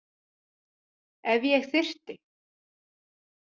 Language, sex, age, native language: Icelandic, female, 40-49, Icelandic